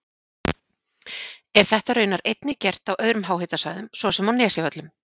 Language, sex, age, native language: Icelandic, female, 40-49, Icelandic